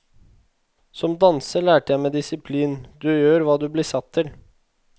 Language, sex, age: Norwegian, male, 21